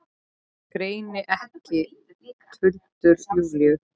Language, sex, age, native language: Icelandic, male, 10, Icelandic